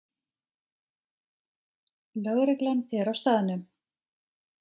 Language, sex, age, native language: Icelandic, female, 30-39, Icelandic